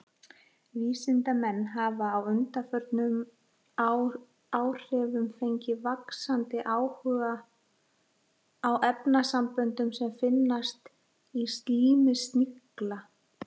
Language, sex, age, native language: Icelandic, female, 40-49, Icelandic